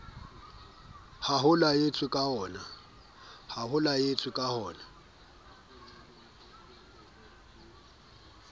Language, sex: Southern Sotho, male